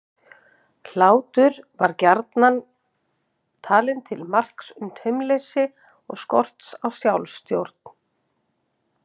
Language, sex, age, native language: Icelandic, female, 50-59, Icelandic